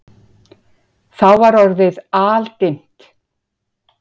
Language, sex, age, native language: Icelandic, female, 50-59, Icelandic